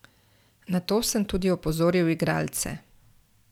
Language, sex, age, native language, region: Slovenian, female, 30-49, Slovenian, Central Slovenia